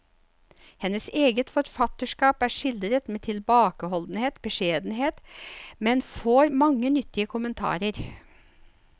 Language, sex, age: Norwegian, female, 54